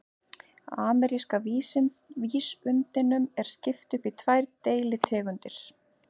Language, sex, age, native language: Icelandic, female, 40-49, Icelandic